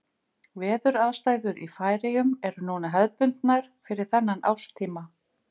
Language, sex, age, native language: Icelandic, female, 50-59, Icelandic